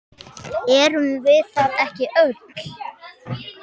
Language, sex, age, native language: Icelandic, male, 10, Icelandic